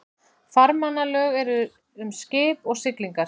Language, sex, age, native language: Icelandic, female, 40-49, Icelandic